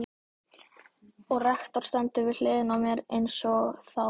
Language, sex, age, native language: Icelandic, male, 12, Icelandic